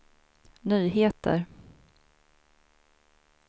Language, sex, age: Swedish, female, 42